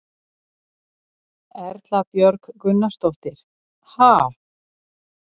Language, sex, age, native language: Icelandic, female, 60-69, Icelandic